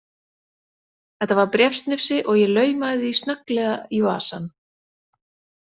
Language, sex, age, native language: Icelandic, female, 40-49, Icelandic